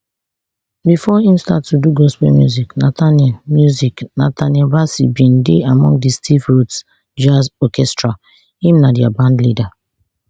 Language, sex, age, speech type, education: Nigerian Pidgin, female, 30-45, spontaneous, tertiary